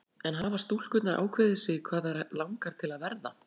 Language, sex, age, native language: Icelandic, female, 40-49, Icelandic